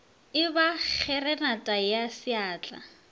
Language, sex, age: Northern Sotho, female, 24